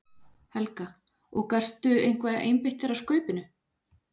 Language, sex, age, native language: Icelandic, female, 40-49, Icelandic